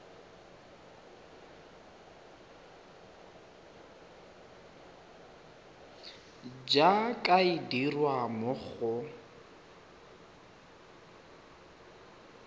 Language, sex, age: Tswana, male, 23